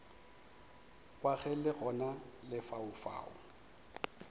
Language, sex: Northern Sotho, male